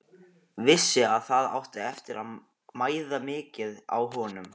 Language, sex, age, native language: Icelandic, male, 15, Icelandic